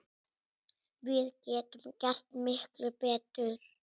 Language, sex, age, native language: Icelandic, female, 6, Icelandic